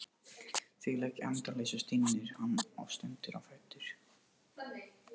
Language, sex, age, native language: Icelandic, male, 18-19, Portuguese